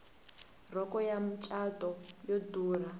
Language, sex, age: Tsonga, female, 18